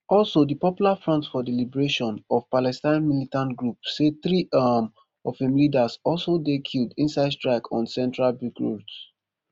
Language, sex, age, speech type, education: Nigerian Pidgin, male, 15-29, spontaneous, tertiary